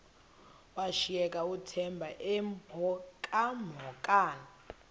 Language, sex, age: Xhosa, female, 20